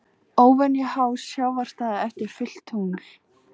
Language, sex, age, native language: Icelandic, female, 18-19, Icelandic